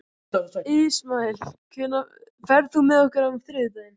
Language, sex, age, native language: Icelandic, male, 14, Icelandic